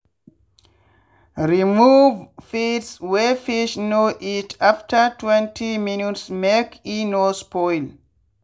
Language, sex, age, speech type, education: Nigerian Pidgin, male, 15-29, spontaneous, tertiary